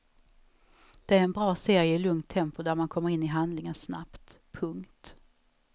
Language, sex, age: Swedish, female, 34